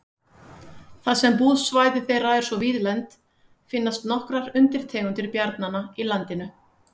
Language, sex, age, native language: Icelandic, female, 50-59, Icelandic